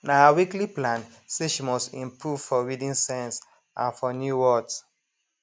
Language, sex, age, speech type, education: Nigerian Pidgin, male, 30-45, spontaneous, tertiary